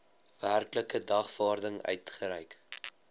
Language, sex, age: Afrikaans, male, 20